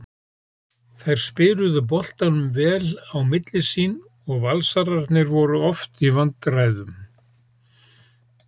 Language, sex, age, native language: Icelandic, male, 70-79, Icelandic